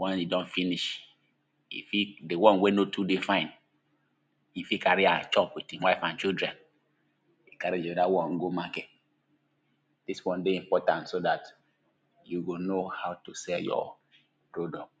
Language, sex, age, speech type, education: Nigerian Pidgin, male, 15-29, spontaneous, tertiary